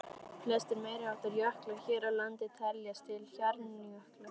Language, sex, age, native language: Icelandic, female, 13, Icelandic